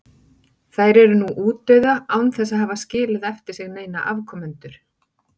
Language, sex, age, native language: Icelandic, female, 40-49, Icelandic